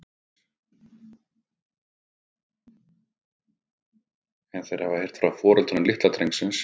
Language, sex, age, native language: Icelandic, male, 50-59, Icelandic